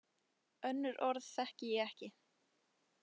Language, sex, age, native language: Icelandic, female, 20-29, Icelandic